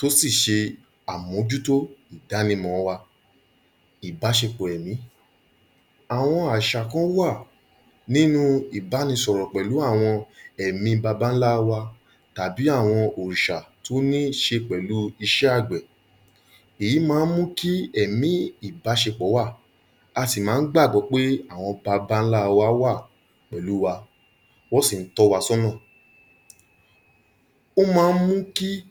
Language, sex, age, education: Yoruba, male, 30-45, tertiary